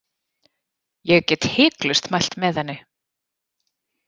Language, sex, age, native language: Icelandic, female, 30-39, Icelandic